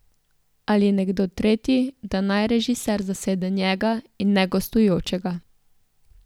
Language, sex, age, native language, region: Slovenian, female, 18-29, Slovenian, Southeast Slovenia